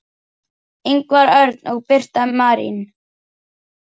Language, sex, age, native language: Icelandic, male, 9, Icelandic